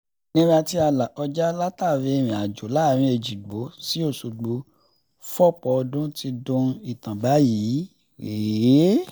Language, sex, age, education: Yoruba, male, 15-29, tertiary